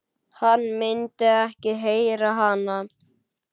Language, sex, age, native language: Icelandic, male, 9, Icelandic